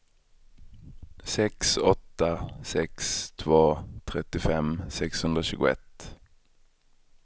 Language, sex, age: Swedish, male, 23